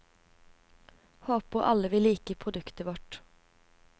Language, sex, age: Norwegian, female, 24